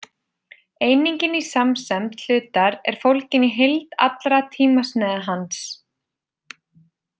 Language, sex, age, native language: Icelandic, female, 30-39, Icelandic